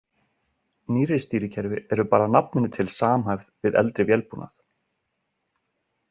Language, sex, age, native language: Icelandic, male, 30-39, Icelandic